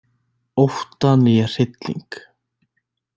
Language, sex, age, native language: Icelandic, male, 20-29, Icelandic